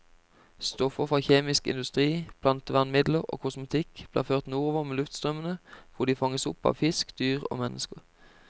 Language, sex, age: Norwegian, male, 25